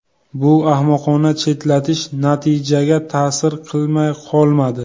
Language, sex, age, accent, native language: Uzbek, male, 18-24, Buxoro, Uzbek